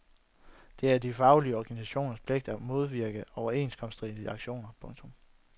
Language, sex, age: Danish, male, 22